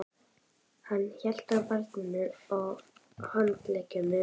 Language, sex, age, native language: Icelandic, female, 11, Icelandic